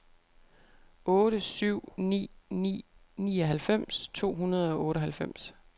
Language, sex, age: Danish, female, 28